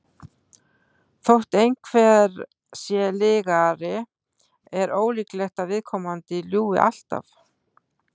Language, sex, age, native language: Icelandic, female, 60-69, Icelandic